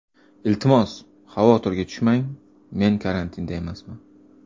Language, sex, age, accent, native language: Uzbek, male, 18-24, Toshkent shahri, Uzbek